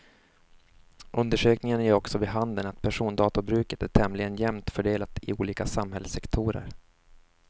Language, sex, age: Swedish, male, 24